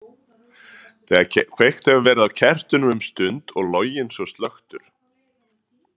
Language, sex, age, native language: Icelandic, male, 30-39, Icelandic